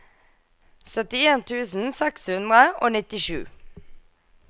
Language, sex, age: Norwegian, female, 24